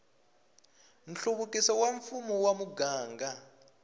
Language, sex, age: Tsonga, male, 20